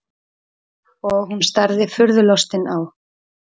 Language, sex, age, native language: Icelandic, female, 30-39, Icelandic